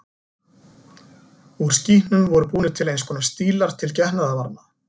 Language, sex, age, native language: Icelandic, male, 40-49, Icelandic